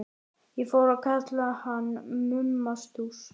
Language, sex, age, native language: Icelandic, male, 11, Icelandic